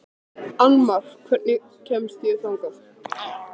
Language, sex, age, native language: Icelandic, male, 13, Icelandic